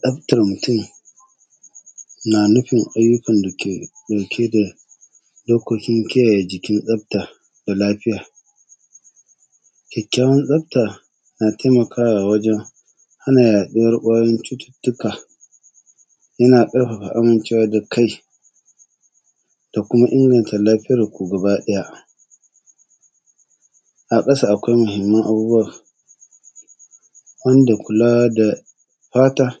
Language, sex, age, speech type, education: Hausa, male, 30-45, spontaneous, tertiary